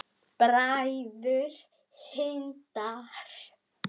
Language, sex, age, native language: Icelandic, female, 9, Icelandic